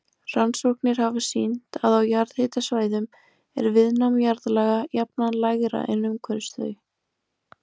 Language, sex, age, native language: Icelandic, female, 20-29, Icelandic